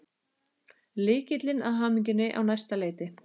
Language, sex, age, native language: Icelandic, male, 12, Icelandic